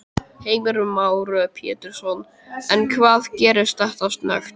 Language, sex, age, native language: Icelandic, male, 12, Icelandic